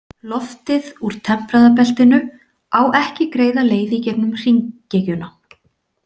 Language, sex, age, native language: Icelandic, female, 40-49, Icelandic